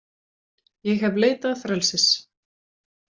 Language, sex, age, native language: Icelandic, female, 20-29, Icelandic